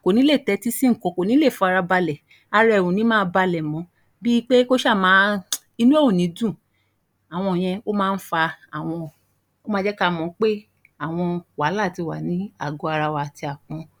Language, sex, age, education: Yoruba, female, 15-29, tertiary